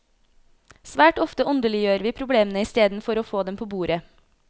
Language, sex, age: Norwegian, female, 26